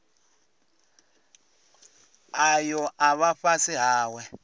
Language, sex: Venda, male